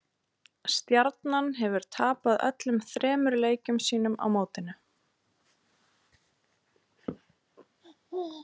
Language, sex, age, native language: Icelandic, female, 30-39, Icelandic